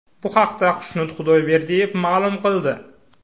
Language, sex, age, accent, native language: Uzbek, male, 18-24, Samarqand, Uzbek